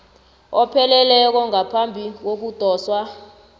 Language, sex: South Ndebele, female